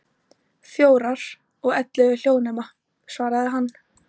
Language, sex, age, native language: Icelandic, female, 18-19, Icelandic